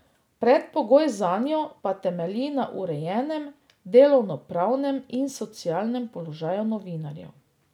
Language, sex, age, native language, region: Slovenian, female, 50-59, Slovenian, Drava region